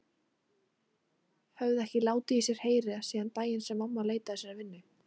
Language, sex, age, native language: Icelandic, female, 40-49, Icelandic